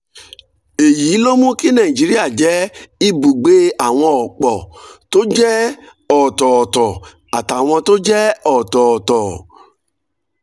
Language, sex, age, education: Yoruba, male, 46-60, tertiary